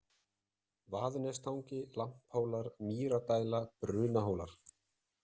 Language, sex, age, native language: Icelandic, male, 30-39, Icelandic